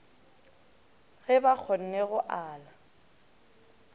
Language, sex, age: Northern Sotho, female, 18